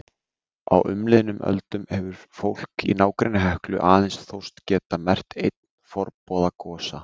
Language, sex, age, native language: Icelandic, male, 30-39, Icelandic